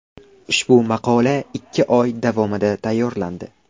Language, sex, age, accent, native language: Uzbek, male, 12-17, Qashqadaryo, Uzbek